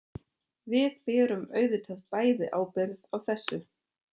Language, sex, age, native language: Icelandic, female, 30-39, German